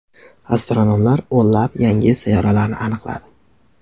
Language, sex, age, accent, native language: Uzbek, male, 18-24, Xorazm, Uzbek